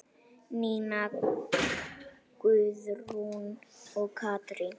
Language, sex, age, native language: Icelandic, female, 8, Icelandic